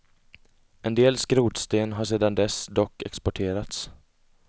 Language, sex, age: Swedish, male, 20